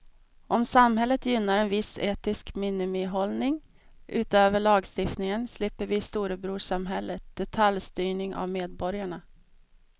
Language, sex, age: Swedish, female, 32